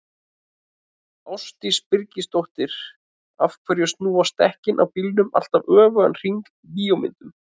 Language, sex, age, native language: Icelandic, male, 30-39, Icelandic